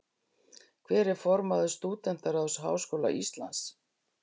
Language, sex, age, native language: Icelandic, female, 60-69, Icelandic